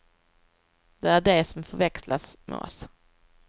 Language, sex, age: Swedish, female, 23